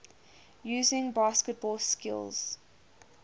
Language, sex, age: English, female, 21